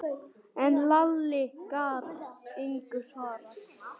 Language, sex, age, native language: Icelandic, male, 9, Icelandic